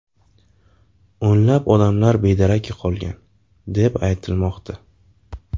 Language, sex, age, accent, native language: Uzbek, male, 18-24, Navoiy, Uzbek